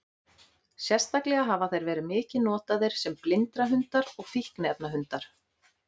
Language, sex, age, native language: Icelandic, female, 30-39, Icelandic